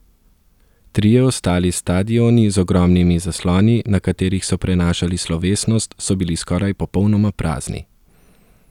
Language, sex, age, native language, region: Slovenian, male, 30-49, Slovenian, Southeast Slovenia